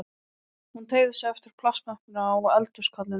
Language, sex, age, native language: Icelandic, male, 12, Icelandic